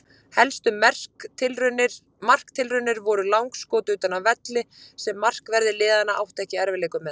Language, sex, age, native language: Icelandic, female, 30-39, Icelandic